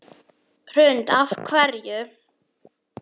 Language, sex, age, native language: Icelandic, female, 9, Icelandic